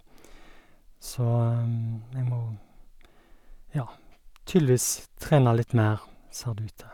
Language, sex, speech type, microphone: Norwegian, male, spontaneous, Sennheiser